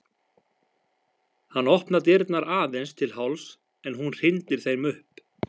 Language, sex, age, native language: Icelandic, male, 50-59, Icelandic